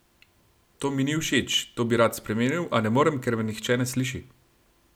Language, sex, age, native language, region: Slovenian, male, 30-49, Slovenian, Gorenjska region